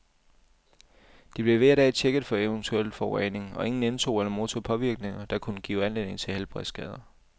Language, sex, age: Danish, male, 28